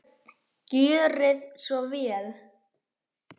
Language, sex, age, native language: Icelandic, male, 10, Icelandic